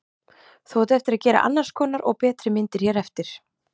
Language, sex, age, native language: Icelandic, female, 30-39, Icelandic